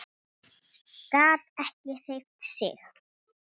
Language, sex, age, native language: Icelandic, female, 7, Icelandic